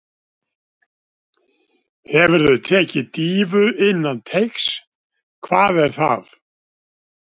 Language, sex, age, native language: Icelandic, male, 70-79, Icelandic